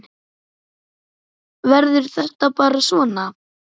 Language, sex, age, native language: Icelandic, male, 9, Icelandic